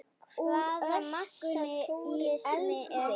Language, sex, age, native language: Icelandic, female, 8, Icelandic